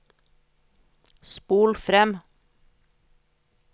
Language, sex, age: Norwegian, female, 43